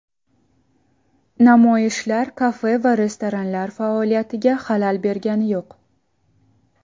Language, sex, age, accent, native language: Uzbek, female, 19-29, Samarqand, Uzbek